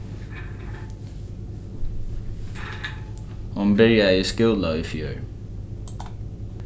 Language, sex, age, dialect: Faroese, male, 15-35, Norðuroyggjar